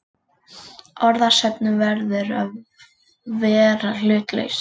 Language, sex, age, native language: Icelandic, female, 18-19, Icelandic